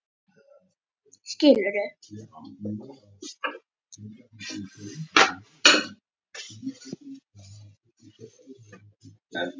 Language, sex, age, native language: Icelandic, female, 10, Icelandic